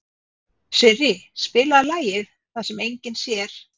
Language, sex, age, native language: Icelandic, female, 50-59, Icelandic